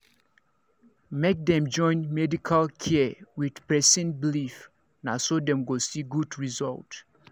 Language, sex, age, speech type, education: Nigerian Pidgin, male, 30-45, spontaneous, tertiary